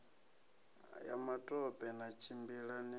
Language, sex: Venda, male